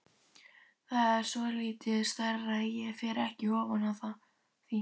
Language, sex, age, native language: Icelandic, female, 12, Icelandic